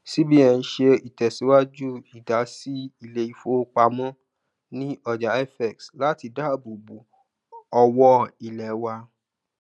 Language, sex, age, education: Yoruba, male, 30-45, tertiary